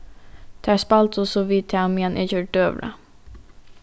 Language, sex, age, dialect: Faroese, female, 15-35, Norðuroyggjar